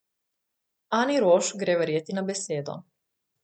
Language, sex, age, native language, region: Slovenian, female, 18-29, Slovenian, Coastal Karst region